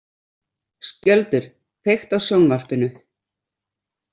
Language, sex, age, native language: Icelandic, female, 60-69, Icelandic